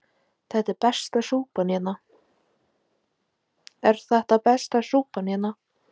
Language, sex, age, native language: Icelandic, female, 18-19, Icelandic